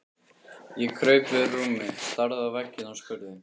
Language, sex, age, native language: Icelandic, male, 13, Icelandic